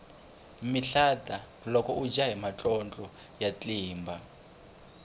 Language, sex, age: Tsonga, male, 23